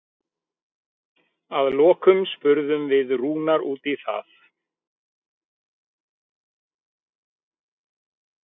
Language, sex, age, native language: Icelandic, male, 40-49, Icelandic